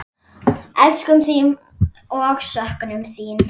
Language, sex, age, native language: Icelandic, female, 10, Icelandic